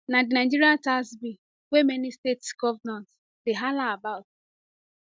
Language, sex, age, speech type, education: Nigerian Pidgin, female, 15-29, spontaneous, tertiary